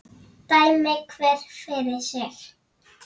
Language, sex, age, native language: Icelandic, female, 7, Icelandic